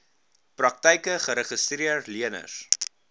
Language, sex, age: Afrikaans, male, 19